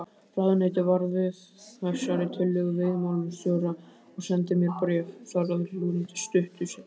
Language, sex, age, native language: Icelandic, male, 20-29, Icelandic